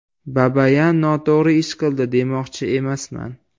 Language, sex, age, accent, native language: Uzbek, male, 18-24, Andijon, Uzbek